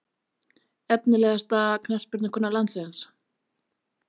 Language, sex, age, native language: Icelandic, female, 30-39, Icelandic